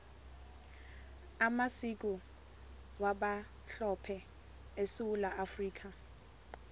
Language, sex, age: Tsonga, female, 22